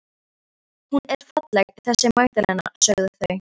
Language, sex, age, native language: Icelandic, female, 13, Icelandic